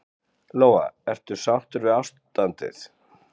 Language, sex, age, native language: Icelandic, male, 60-69, Icelandic